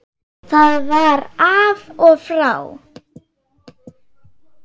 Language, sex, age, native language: Icelandic, female, 8, Swedish